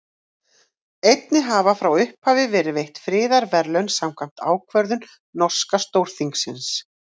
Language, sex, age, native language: Icelandic, female, 40-49, Icelandic